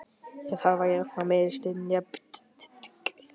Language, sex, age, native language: Icelandic, male, 12, Icelandic